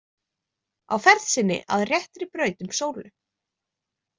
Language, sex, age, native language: Icelandic, female, 20-29, Icelandic